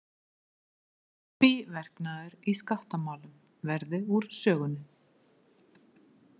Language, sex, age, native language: Icelandic, female, 50-59, Icelandic